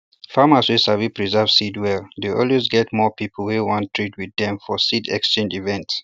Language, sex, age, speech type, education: Nigerian Pidgin, male, 30-45, spontaneous, tertiary